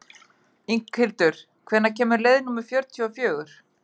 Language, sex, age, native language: Icelandic, female, 11, Icelandic